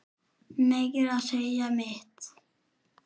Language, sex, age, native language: Icelandic, male, 7, Icelandic